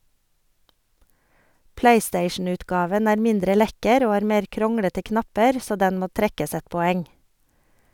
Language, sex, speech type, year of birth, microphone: Norwegian, female, read, 1973, Sennheiser